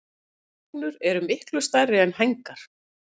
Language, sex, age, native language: Icelandic, female, 50-59, Icelandic